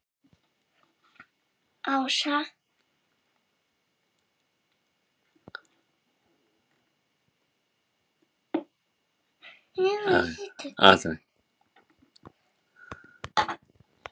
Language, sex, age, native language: Icelandic, male, 5, Icelandic